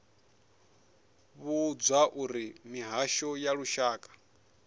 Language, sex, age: Venda, male, 21